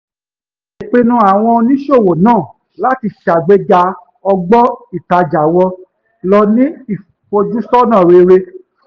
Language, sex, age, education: Yoruba, male, 15-29, tertiary